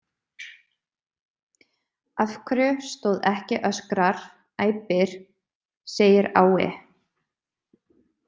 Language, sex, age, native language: Icelandic, female, 30-39, Icelandic